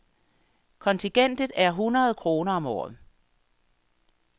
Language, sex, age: Danish, female, 58